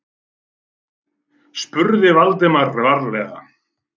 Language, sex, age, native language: Icelandic, male, 40-49, Icelandic